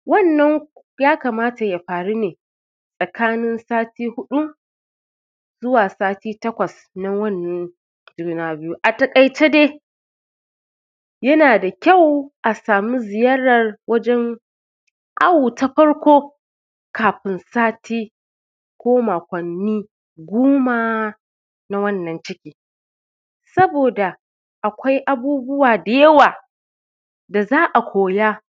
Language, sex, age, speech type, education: Hausa, female, 30-45, spontaneous, tertiary